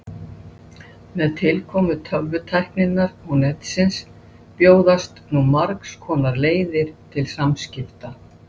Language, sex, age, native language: Icelandic, female, 60-69, Icelandic